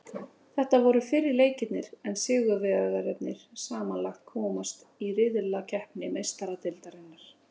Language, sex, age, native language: Icelandic, female, 30-39, Icelandic